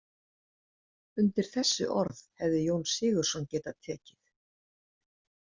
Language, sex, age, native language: Icelandic, female, 60-69, Icelandic